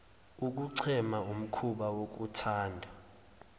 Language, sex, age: Zulu, male, 20